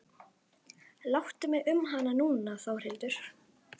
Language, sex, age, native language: Icelandic, female, 11, Icelandic